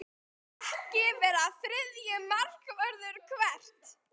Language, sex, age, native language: Icelandic, female, 13, Icelandic